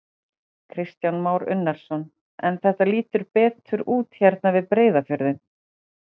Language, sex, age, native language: Icelandic, female, 40-49, Icelandic